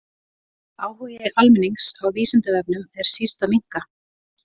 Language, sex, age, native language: Icelandic, female, 40-49, Icelandic